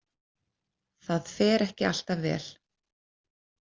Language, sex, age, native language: Icelandic, female, 30-39, Icelandic